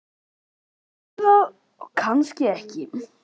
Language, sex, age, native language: Icelandic, male, 11, Icelandic